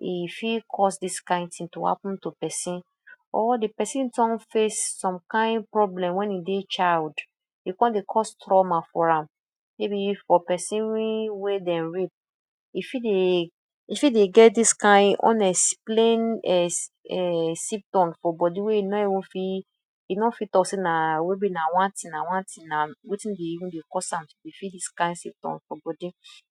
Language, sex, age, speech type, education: Nigerian Pidgin, female, 30-45, spontaneous, tertiary